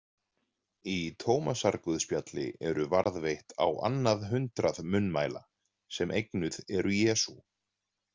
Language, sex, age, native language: Icelandic, male, 40-49, Icelandic